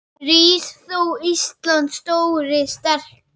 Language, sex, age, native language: Icelandic, female, 8, Icelandic